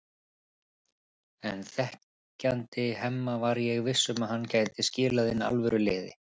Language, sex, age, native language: Icelandic, male, 30-39, Icelandic